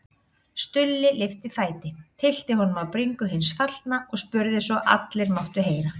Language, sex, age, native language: Icelandic, female, 30-39, Icelandic